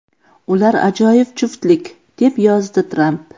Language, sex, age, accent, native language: Uzbek, female, 35+, Qoraqalpog'iston, Karakalpak